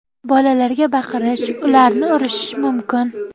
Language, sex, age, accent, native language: Uzbek, female, 12-17, Jizzax, Uzbek